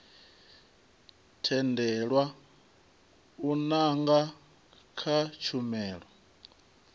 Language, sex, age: Venda, male, 23